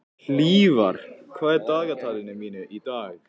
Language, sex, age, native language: Icelandic, male, 15, Icelandic